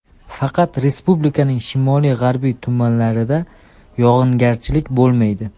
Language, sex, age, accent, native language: Uzbek, male, 19-29, Andijon, Uzbek